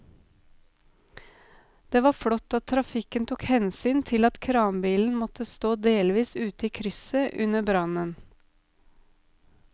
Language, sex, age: Norwegian, female, 32